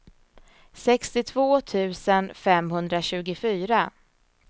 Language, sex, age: Swedish, female, 34